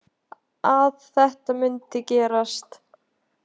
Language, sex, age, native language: Icelandic, female, 20-29, Icelandic